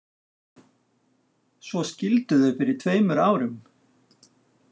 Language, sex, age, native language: Icelandic, male, 60-69, Icelandic